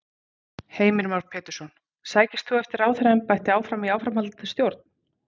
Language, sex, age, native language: Icelandic, female, 40-49, Icelandic